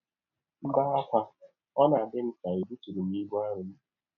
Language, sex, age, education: Igbo, male, 30-45, tertiary